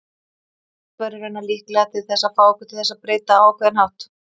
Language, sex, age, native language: Icelandic, female, 30-39, Icelandic